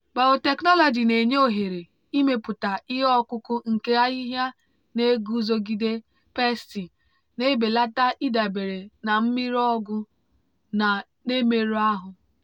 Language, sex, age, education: Igbo, female, 15-29, tertiary